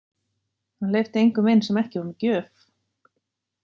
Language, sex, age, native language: Icelandic, female, 40-49, Icelandic